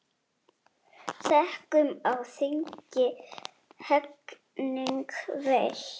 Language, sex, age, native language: Icelandic, female, 8, Icelandic